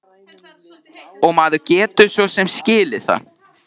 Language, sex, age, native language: Icelandic, male, 13, Icelandic